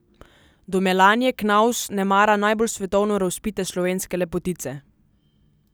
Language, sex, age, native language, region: Slovenian, female, 18-29, Slovenian, Southeast Slovenia